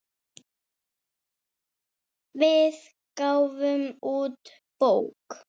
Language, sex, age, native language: Icelandic, female, 7, Icelandic